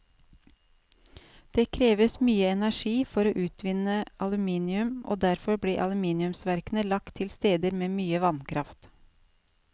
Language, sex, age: Norwegian, female, 37